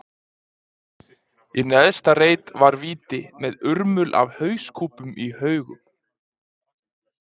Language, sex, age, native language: Icelandic, male, 20-29, Icelandic